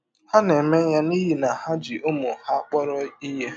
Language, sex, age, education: Igbo, male, 15-29, tertiary